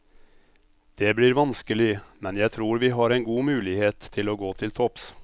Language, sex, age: Norwegian, male, 57